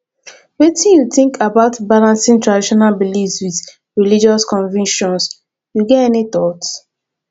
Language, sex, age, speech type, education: Nigerian Pidgin, female, 15-29, spontaneous, tertiary